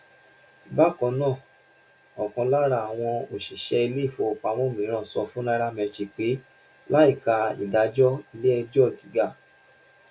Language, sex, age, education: Yoruba, male, 15-29, tertiary